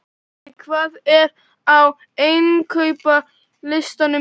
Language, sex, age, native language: Icelandic, female, 11, Icelandic